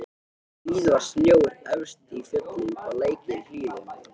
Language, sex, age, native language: Icelandic, male, 13, Icelandic